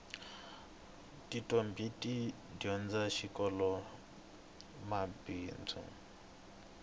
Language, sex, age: Tsonga, male, 22